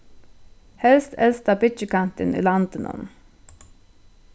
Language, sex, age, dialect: Faroese, female, 36-60, Suðurstreymoy